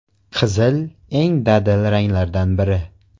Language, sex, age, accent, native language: Uzbek, male, 18-24, Surxondaryo, Uzbek